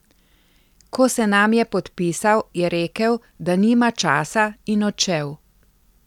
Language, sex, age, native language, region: Slovenian, female, 50-59, Slovenian, Central Slovenia